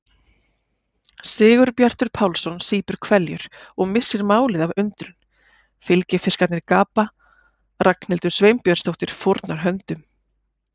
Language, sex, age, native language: Icelandic, female, 40-49, Icelandic